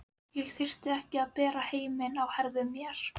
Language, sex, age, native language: Icelandic, female, 11, Icelandic